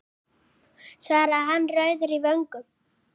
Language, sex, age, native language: Icelandic, female, 7, Icelandic